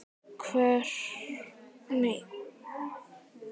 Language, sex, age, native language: Icelandic, female, 10, Icelandic